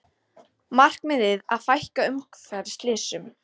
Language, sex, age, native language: Icelandic, female, 60-69, Icelandic